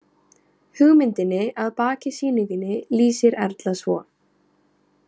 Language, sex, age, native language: Icelandic, female, 18-19, Icelandic